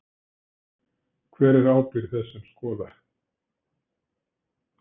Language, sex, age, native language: Icelandic, male, 60-69, Icelandic